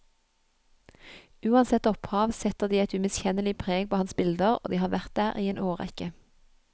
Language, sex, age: Norwegian, female, 31